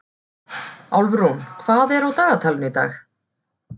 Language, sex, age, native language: Icelandic, female, 40-49, Icelandic